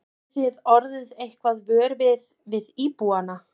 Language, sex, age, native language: Icelandic, female, 30-39, Icelandic